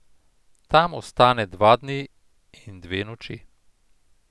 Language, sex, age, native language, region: Slovenian, male, 50-59, Slovenian, Central Slovenia